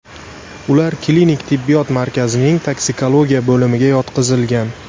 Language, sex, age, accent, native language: Uzbek, male, 18-24, Andijon, Uzbek